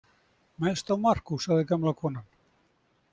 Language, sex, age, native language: Icelandic, male, 70-79, Icelandic